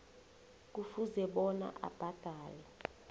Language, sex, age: South Ndebele, female, 20